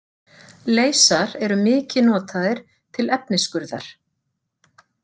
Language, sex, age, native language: Icelandic, female, 40-49, Icelandic